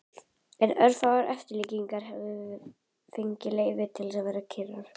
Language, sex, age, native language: Icelandic, female, 11, Icelandic